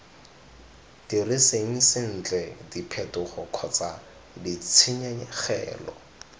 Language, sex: Tswana, male